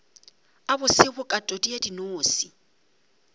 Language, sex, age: Northern Sotho, female, 35